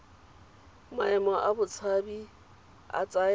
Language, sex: Tswana, female